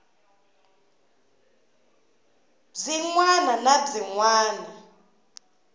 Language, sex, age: Tsonga, female, 19